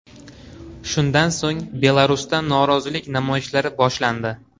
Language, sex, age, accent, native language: Uzbek, male, 18-24, Farg'ona, Uzbek